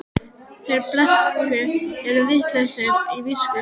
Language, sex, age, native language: Icelandic, female, 12, Icelandic